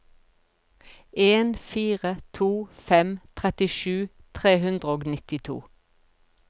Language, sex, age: Norwegian, female, 42